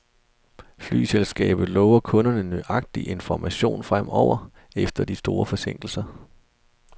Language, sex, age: Danish, male, 32